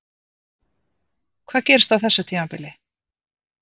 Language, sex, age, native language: Icelandic, female, 50-59, Icelandic